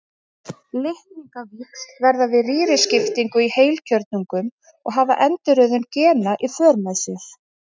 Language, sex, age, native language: Icelandic, female, 30-39, Icelandic